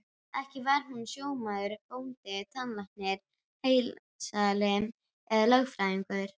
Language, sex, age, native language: Icelandic, female, 12, Icelandic